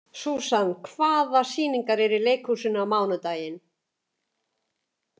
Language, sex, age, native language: Icelandic, female, 70-79, Icelandic